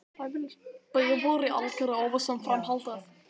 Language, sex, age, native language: Icelandic, male, 12, Icelandic